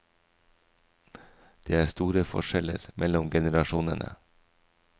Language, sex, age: Norwegian, male, 44